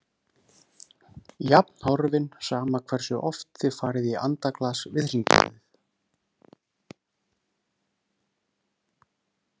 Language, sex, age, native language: Icelandic, male, 30-39, Icelandic